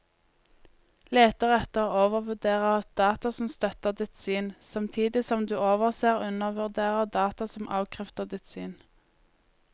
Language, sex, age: Norwegian, female, 20